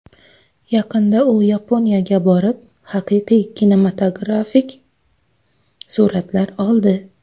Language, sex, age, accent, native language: Uzbek, female, 19-29, Xorazm, Uzbek